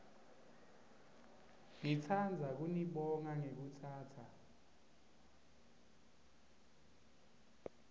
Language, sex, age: Swati, male, 24